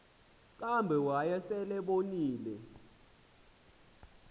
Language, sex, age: Xhosa, male, 20